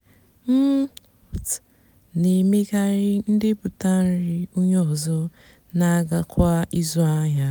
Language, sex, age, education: Igbo, female, 15-29, tertiary